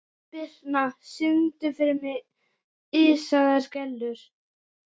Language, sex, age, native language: Icelandic, male, 12, Icelandic